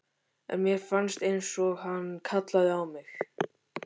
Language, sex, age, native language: Icelandic, male, 13, Icelandic